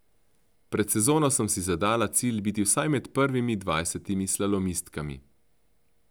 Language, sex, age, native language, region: Slovenian, male, 30-49, Slovenian, Central Slovenia